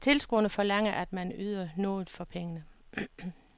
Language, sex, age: Danish, female, 56